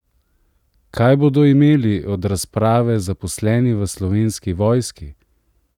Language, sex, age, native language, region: Slovenian, male, 30-49, Slovenian, Central Slovenia